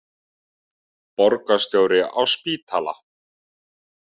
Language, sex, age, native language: Icelandic, male, 30-39, Icelandic